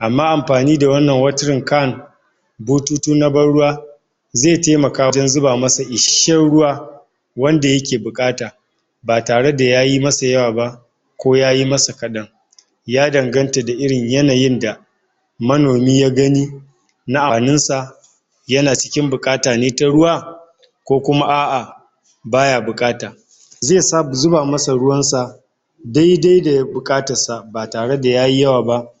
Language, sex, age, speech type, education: Hausa, male, 60+, spontaneous, tertiary